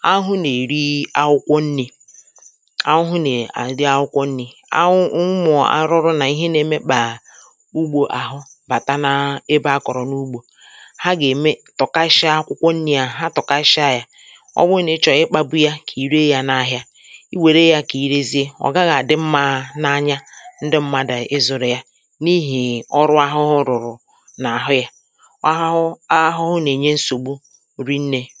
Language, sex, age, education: Igbo, female, 30-45, tertiary